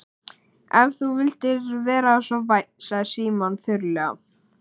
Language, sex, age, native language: Icelandic, male, 11, Icelandic